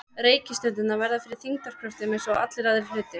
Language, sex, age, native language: Icelandic, female, 20-29, Icelandic